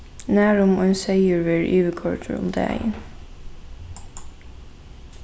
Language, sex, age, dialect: Faroese, female, 15-35, Norðurstreymoy/Eysturoy